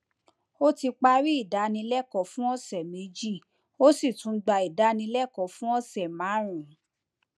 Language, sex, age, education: Yoruba, female, 30-45, tertiary